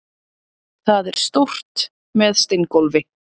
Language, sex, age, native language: Icelandic, female, 30-39, Icelandic